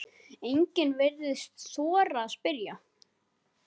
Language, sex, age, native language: Icelandic, male, 10, Icelandic